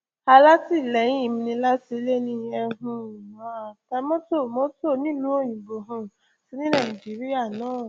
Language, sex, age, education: Yoruba, female, 15-29, tertiary